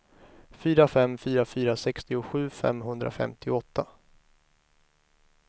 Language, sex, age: Swedish, male, 23